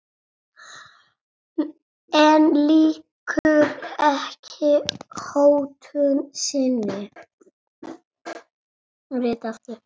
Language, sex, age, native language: Icelandic, female, 6, Icelandic